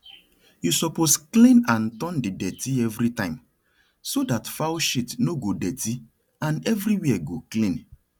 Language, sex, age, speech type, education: Nigerian Pidgin, male, 30-45, spontaneous, tertiary